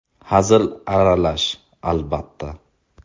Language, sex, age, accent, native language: Uzbek, male, 18-24, Buxoro, Uzbek